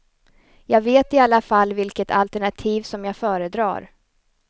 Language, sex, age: Swedish, female, 29